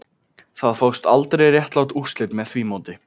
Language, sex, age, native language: Icelandic, male, 15, Icelandic